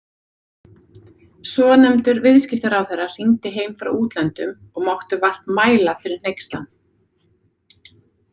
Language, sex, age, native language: Icelandic, female, 30-39, Icelandic